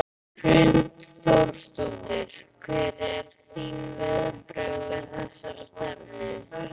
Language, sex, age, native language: Icelandic, male, 12, Icelandic